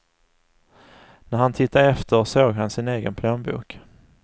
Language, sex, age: Swedish, male, 35